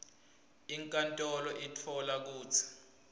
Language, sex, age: Swati, male, 20